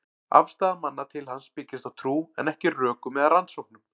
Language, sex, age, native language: Icelandic, male, 40-49, Icelandic